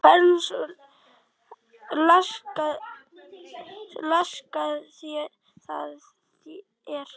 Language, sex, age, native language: Icelandic, male, 9, Icelandic